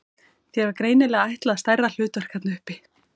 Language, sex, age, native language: Icelandic, female, 20-29, Icelandic